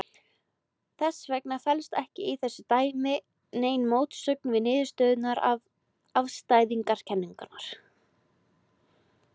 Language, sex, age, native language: Icelandic, female, 20-29, Icelandic